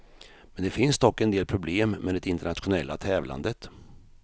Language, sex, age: Swedish, male, 53